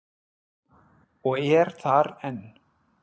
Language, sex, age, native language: Icelandic, male, 40-49, Icelandic